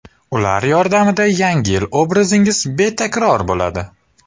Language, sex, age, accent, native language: Uzbek, male, 18-24, Surxondaryo, Uzbek